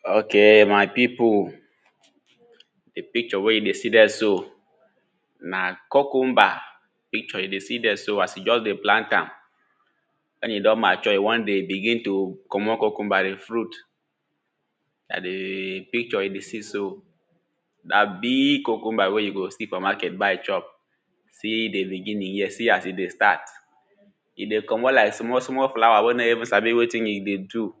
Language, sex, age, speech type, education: Nigerian Pidgin, male, 15-29, spontaneous, tertiary